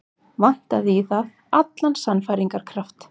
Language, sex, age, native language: Icelandic, female, 40-49, Icelandic